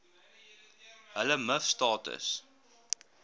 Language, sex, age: Afrikaans, male, 19